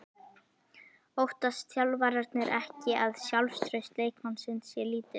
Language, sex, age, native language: Icelandic, female, 11, Icelandic